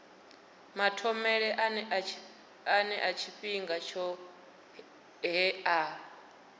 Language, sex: Venda, female